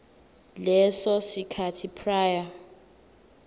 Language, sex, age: Zulu, female, 19